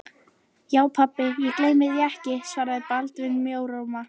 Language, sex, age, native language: Icelandic, female, 11, Icelandic